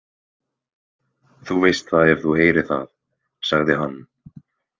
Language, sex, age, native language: Icelandic, male, 20-29, Icelandic